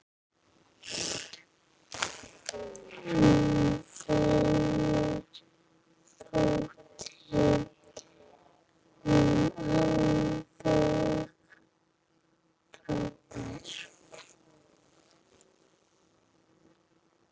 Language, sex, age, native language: Icelandic, female, 8, Icelandic